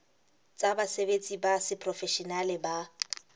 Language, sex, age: Southern Sotho, female, 20